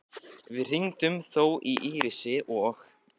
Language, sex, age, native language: Icelandic, male, 15, Icelandic